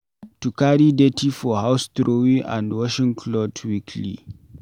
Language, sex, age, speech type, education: Nigerian Pidgin, male, 15-29, read, tertiary